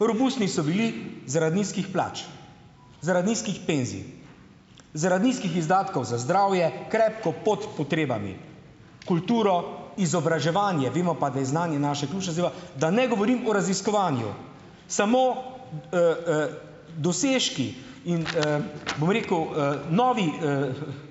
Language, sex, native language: Slovenian, male, Slovenian